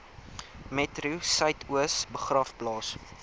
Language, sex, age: Afrikaans, male, 19